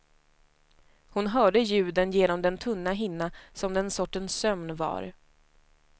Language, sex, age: Swedish, female, 25